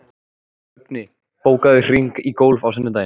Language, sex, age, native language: Icelandic, male, 14, Icelandic